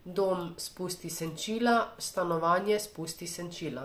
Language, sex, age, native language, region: Slovenian, female, 18-29, Slovenian, Savinja region